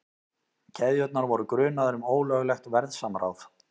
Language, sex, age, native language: Icelandic, male, 30-39, Icelandic